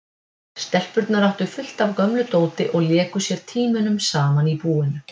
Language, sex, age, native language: Icelandic, female, 50-59, Icelandic